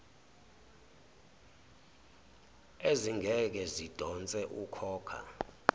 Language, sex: Zulu, male